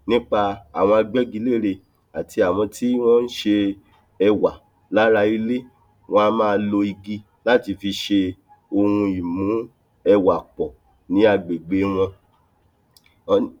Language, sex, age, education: Yoruba, male, 46-60, tertiary